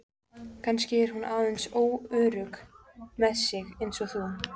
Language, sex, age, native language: Icelandic, female, 14, Icelandic